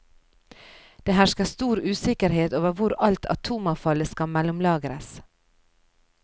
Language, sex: Norwegian, female